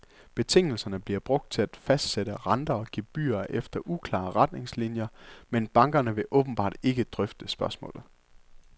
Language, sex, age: Danish, male, 24